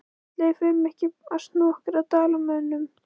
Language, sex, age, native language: Icelandic, female, 14, Icelandic